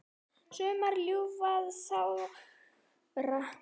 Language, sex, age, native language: Icelandic, female, 9, Icelandic